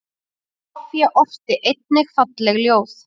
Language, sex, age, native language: Icelandic, female, 6, Icelandic